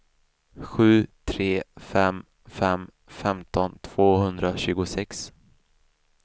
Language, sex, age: Swedish, male, 28